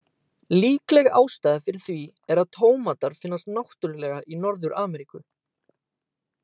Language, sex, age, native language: Icelandic, male, 18-19, Icelandic